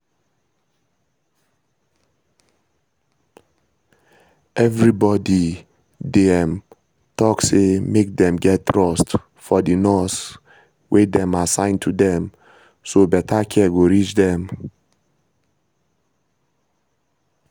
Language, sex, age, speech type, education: Nigerian Pidgin, male, 30-45, spontaneous, tertiary